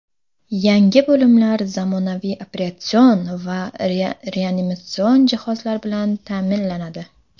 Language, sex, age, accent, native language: Uzbek, female, under 19, Samarqand, Uzbek